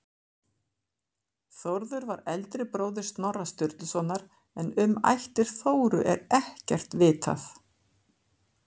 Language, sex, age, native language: Icelandic, female, 50-59, Icelandic